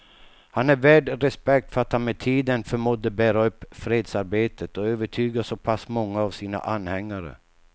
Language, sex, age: Swedish, male, 48